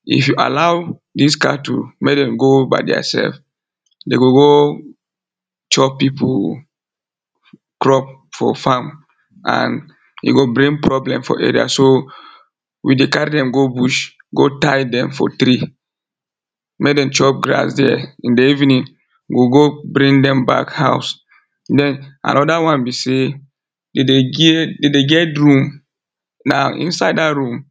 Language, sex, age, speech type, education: Nigerian Pidgin, male, 30-45, spontaneous, tertiary